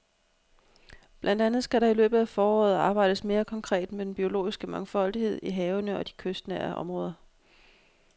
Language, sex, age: Danish, female, 32